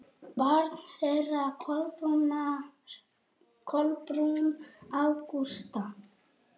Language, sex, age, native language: Icelandic, male, 9, Icelandic